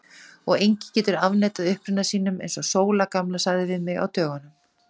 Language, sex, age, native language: Icelandic, female, 40-49, Icelandic